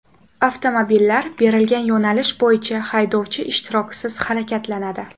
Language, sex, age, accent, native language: Uzbek, female, 18-24, Toshkent shahri, Uzbek